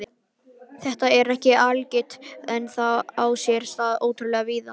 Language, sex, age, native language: Icelandic, male, 11, Icelandic